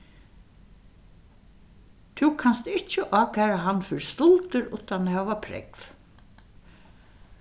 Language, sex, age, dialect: Faroese, female, 61+, Suðurstreymoy